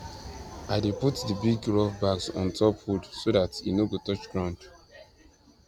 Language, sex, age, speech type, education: Nigerian Pidgin, male, 15-29, spontaneous, secondary